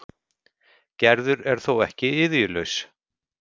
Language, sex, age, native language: Icelandic, male, 50-59, Icelandic